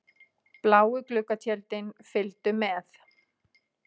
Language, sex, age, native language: Icelandic, female, 30-39, Icelandic